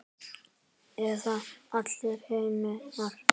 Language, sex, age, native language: Icelandic, male, 10, Icelandic